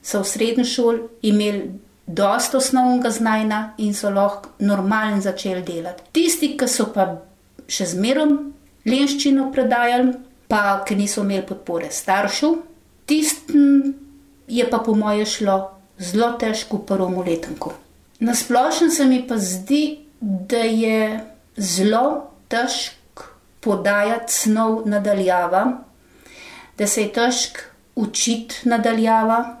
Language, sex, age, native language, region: Slovenian, female, 60+, Slovenian, Gorenjska region